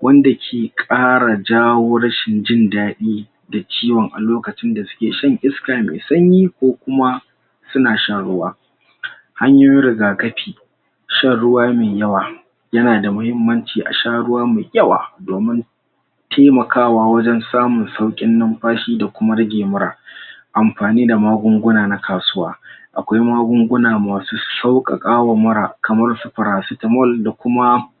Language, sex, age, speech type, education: Hausa, male, 46-60, spontaneous, tertiary